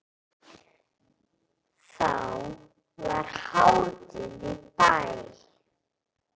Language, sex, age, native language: Icelandic, female, 8, Icelandic